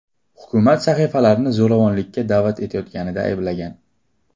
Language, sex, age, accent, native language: Uzbek, male, 18-24, Qashqadaryo, Uzbek